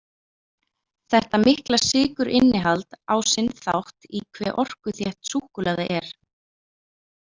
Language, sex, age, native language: Icelandic, female, 20-29, Icelandic